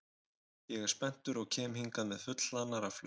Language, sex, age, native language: Icelandic, male, 20-29, Icelandic